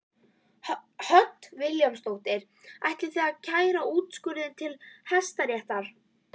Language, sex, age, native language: Icelandic, female, 11, Icelandic